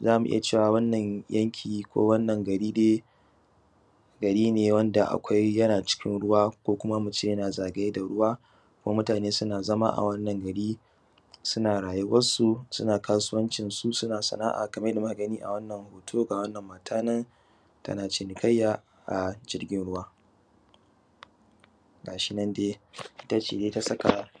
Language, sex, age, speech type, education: Hausa, male, 30-45, spontaneous, secondary